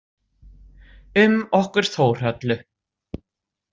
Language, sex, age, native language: Icelandic, female, 60-69, Icelandic